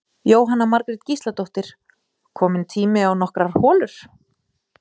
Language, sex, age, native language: Icelandic, female, 40-49, Icelandic